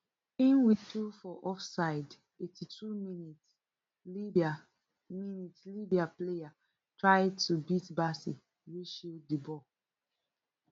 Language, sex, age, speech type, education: Nigerian Pidgin, female, 15-29, spontaneous, tertiary